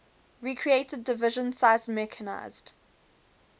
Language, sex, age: English, female, 21